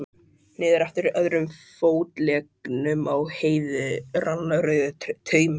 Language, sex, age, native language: Icelandic, male, 12, Icelandic